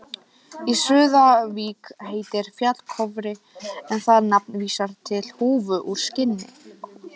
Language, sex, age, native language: Icelandic, female, 18-19, Icelandic